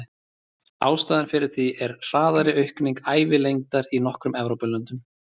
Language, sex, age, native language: Icelandic, male, 30-39, Icelandic